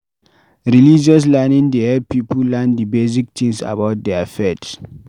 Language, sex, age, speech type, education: Nigerian Pidgin, male, 15-29, read, tertiary